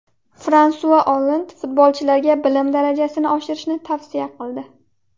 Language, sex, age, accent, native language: Uzbek, female, 18-24, Qashqadaryo, Uzbek